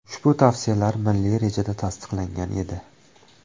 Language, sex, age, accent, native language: Uzbek, male, 25-34, Toshkent viloyati, Uzbek